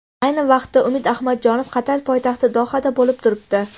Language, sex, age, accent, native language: Uzbek, female, 18-24, Andijon, Uzbek